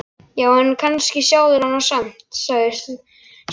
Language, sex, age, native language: Icelandic, other, 12, Icelandic